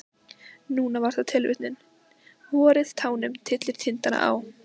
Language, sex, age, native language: Icelandic, female, 15, Icelandic